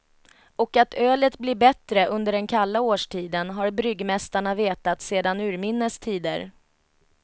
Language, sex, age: Swedish, female, 33